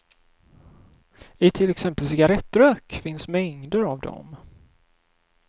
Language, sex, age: Swedish, male, 31